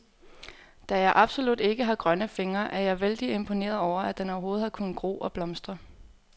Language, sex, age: Danish, female, 24